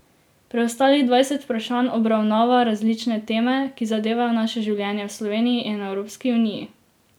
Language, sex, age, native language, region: Slovenian, female, 18-29, Slovenian, Drava region